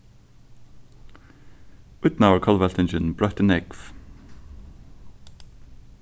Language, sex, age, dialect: Faroese, male, 15-35, Suðurstreymoy